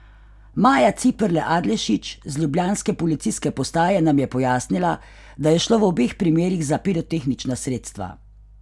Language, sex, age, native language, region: Slovenian, female, 50-59, Slovenian, Carinthia region